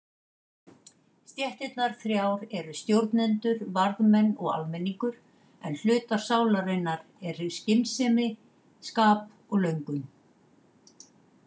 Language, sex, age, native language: Icelandic, female, 50-59, Icelandic